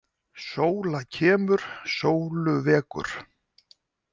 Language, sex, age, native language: Icelandic, male, 60-69, Icelandic